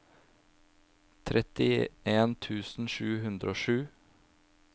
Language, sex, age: Norwegian, male, 27